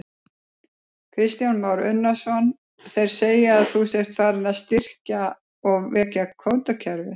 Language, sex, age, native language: Icelandic, female, 50-59, Icelandic